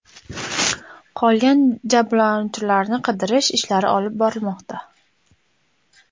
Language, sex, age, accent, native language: Uzbek, female, 18-24, Andijon, Uzbek